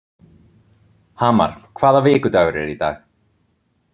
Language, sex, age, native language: Icelandic, male, 30-39, Icelandic